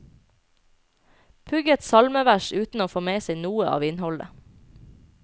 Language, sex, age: Norwegian, female, 29